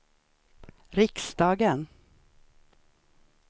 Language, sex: Swedish, female